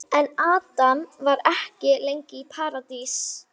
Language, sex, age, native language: Icelandic, female, 11, Icelandic